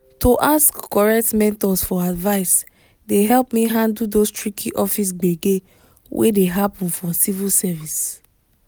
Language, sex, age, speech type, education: Nigerian Pidgin, female, 15-29, spontaneous, tertiary